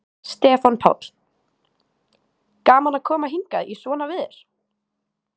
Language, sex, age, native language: Icelandic, female, 18-19, Icelandic